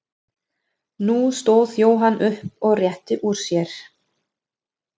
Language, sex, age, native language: Icelandic, female, 40-49, German